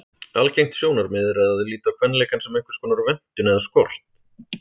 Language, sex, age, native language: Icelandic, male, 30-39, Icelandic